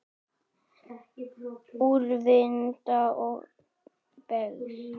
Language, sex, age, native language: Icelandic, male, 9, Icelandic